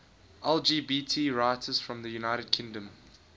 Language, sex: English, male